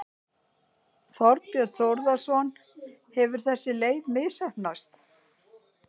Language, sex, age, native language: Icelandic, female, 60-69, Icelandic